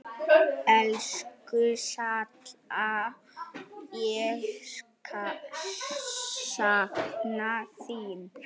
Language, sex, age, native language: Icelandic, male, 9, Icelandic